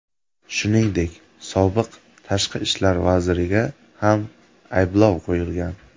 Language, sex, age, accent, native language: Uzbek, male, under 19, Samarqand, Uzbek